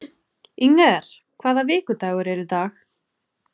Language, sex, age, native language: Icelandic, female, 30-39, Icelandic